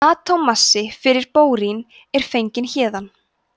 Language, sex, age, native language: Icelandic, female, 20-29, Icelandic